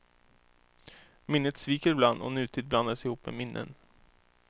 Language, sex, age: Swedish, male, 24